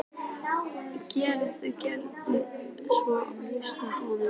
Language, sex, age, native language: Icelandic, female, 11, Icelandic